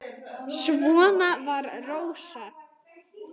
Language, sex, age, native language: Icelandic, male, 9, Icelandic